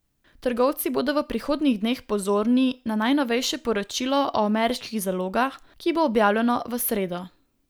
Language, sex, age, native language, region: Slovenian, female, 18-29, Slovenian, Southeast Slovenia